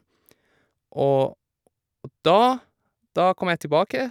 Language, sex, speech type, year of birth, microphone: Norwegian, male, spontaneous, 1987, Shure